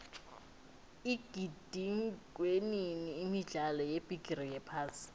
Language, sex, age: South Ndebele, female, 19